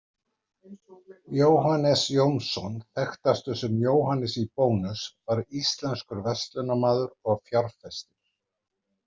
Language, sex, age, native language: Icelandic, male, 60-69, Icelandic